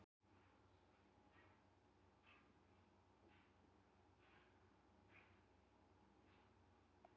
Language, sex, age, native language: Icelandic, male, 40-49, Icelandic